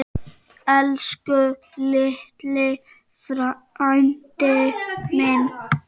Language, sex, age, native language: Icelandic, male, 5, Czech